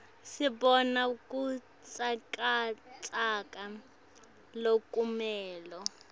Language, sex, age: Swati, female, 18